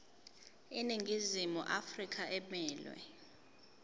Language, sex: Zulu, female